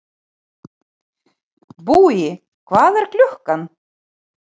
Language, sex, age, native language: Icelandic, female, 40-49, Ukrainian